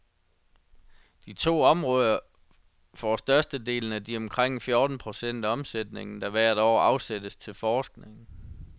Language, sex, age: Danish, male, 37